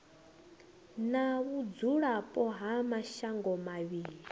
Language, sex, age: Venda, female, 21